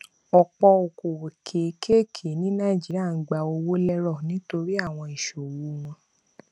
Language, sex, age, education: Yoruba, female, 15-29, tertiary